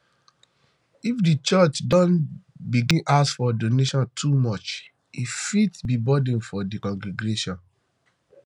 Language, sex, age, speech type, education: Nigerian Pidgin, male, 30-45, spontaneous, tertiary